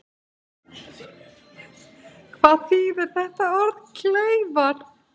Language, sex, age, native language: Icelandic, female, 50-59, Icelandic